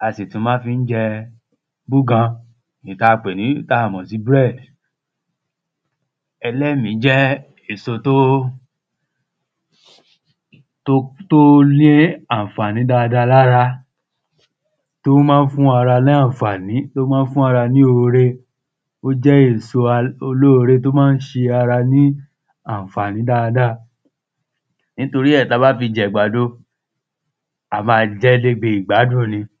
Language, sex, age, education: Yoruba, male, 30-45, tertiary